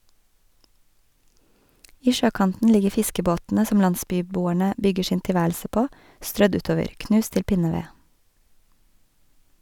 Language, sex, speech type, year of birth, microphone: Norwegian, female, read, 1982, Sennheiser